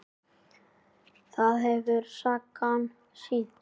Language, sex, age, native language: Icelandic, male, 10, Icelandic